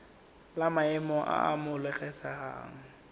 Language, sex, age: Tswana, male, 19